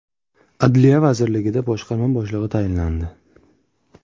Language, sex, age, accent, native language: Uzbek, male, 18-24, Surxondaryo, Uzbek